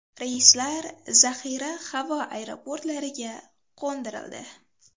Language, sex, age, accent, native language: Uzbek, female, 12-17, Farg'ona, Uzbek